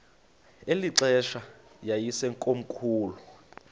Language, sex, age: Xhosa, male, 35